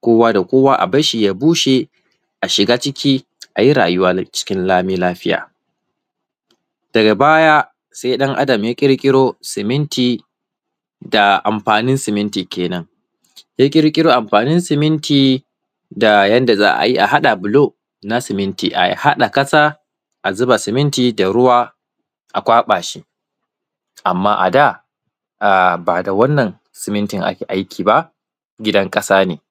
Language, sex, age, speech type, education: Hausa, male, 15-29, spontaneous, primary